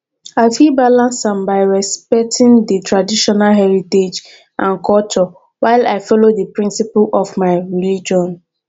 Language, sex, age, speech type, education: Nigerian Pidgin, female, 15-29, spontaneous, tertiary